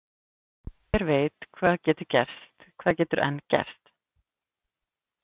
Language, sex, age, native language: Icelandic, female, 50-59, Icelandic